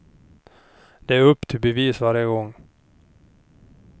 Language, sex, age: Swedish, male, 38